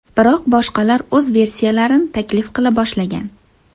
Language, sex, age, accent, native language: Uzbek, female, 18-24, Andijon, Uzbek